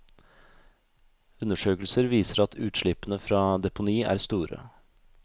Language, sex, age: Norwegian, male, 32